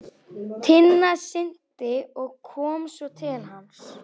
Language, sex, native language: Icelandic, other, Chinese